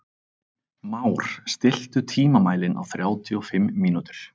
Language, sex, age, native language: Icelandic, male, 30-39, Icelandic